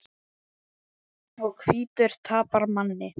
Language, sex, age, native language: Icelandic, male, 10, Icelandic